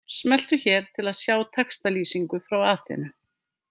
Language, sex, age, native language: Icelandic, female, 50-59, Icelandic